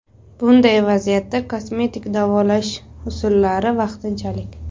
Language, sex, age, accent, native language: Uzbek, female, 18-24, Surxondaryo, Uzbek